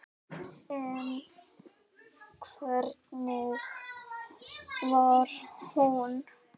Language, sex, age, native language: Icelandic, female, 9, Icelandic